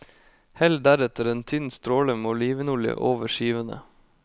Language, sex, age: Norwegian, male, 25